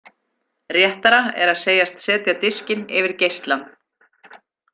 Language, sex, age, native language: Icelandic, female, 40-49, Icelandic